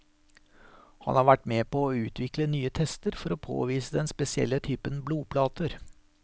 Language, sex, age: Norwegian, male, 43